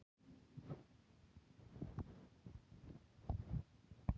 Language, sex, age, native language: Icelandic, female, 50-59, Icelandic